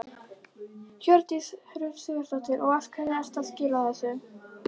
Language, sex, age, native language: Icelandic, female, 11, Icelandic